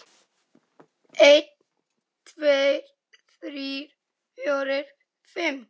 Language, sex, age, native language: Icelandic, male, 10, Icelandic